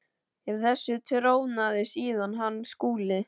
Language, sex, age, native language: Icelandic, male, 12, Icelandic